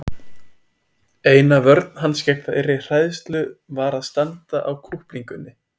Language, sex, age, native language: Icelandic, male, 20-29, Icelandic